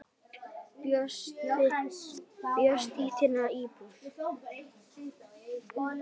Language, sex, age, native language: Icelandic, female, 10, Icelandic